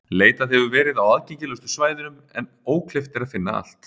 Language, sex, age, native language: Icelandic, male, 30-39, Icelandic